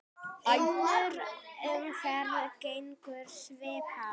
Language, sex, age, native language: Icelandic, female, 9, Icelandic